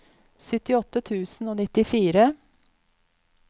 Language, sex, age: Norwegian, female, 50